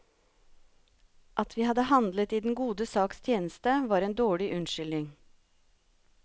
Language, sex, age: Norwegian, female, 36